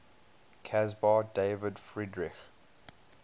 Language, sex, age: English, male, 22